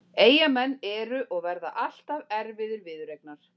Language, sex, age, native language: Icelandic, female, 40-49, Icelandic